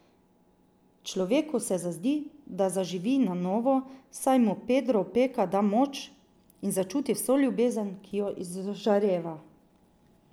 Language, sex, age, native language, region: Slovenian, female, 30-49, Slovenian, Drava region